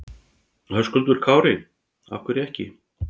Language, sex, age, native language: Icelandic, male, 60-69, Icelandic